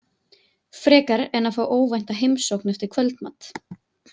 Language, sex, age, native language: Icelandic, female, 20-29, Icelandic